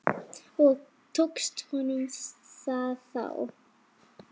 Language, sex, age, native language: Icelandic, female, 7, Icelandic